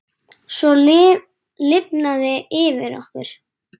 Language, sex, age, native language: Icelandic, female, 10, Icelandic